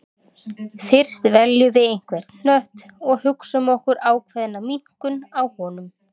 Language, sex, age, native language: Icelandic, female, 30-39, Icelandic